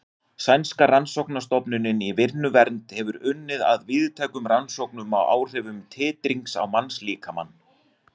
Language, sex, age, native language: Icelandic, male, 40-49, Icelandic